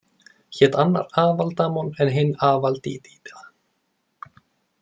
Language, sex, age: Icelandic, male, 20-29